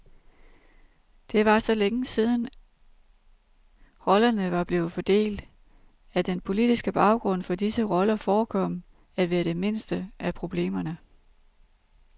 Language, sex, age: Danish, female, 32